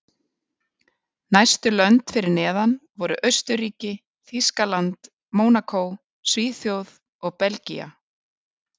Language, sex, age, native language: Icelandic, female, 40-49, Icelandic